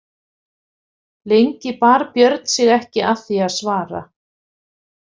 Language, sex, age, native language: Icelandic, female, 50-59, Icelandic